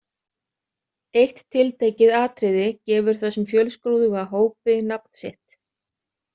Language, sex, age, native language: Icelandic, other, 30-39, Icelandic